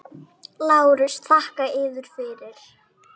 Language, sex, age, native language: Icelandic, female, 10, Icelandic